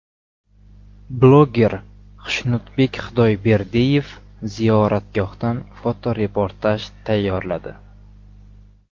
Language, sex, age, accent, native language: Uzbek, male, 18-24, Samarqand, Uzbek